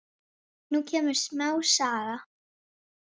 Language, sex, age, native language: Icelandic, female, 10, Icelandic